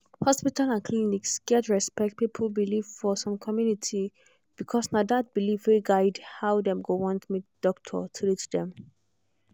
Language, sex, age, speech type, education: Nigerian Pidgin, female, 15-29, spontaneous, tertiary